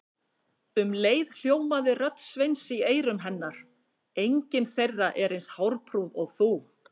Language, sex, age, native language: Icelandic, female, 50-59, Icelandic